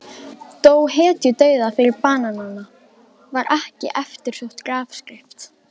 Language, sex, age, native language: Icelandic, female, 12, Icelandic